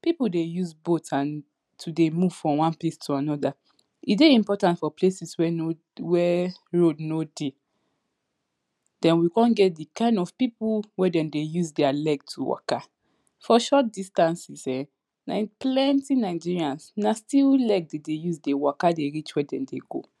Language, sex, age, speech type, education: Nigerian Pidgin, female, 15-29, spontaneous, tertiary